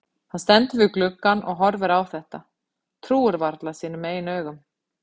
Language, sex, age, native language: Icelandic, female, 50-59, Icelandic